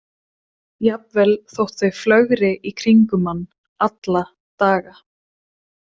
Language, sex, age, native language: Icelandic, female, 20-29, Swedish